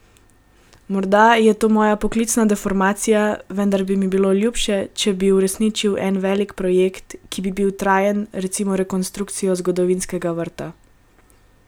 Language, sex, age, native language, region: Slovenian, female, 18-29, Slovenian, Gorenjska region